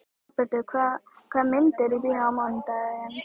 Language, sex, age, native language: Icelandic, female, 12, Icelandic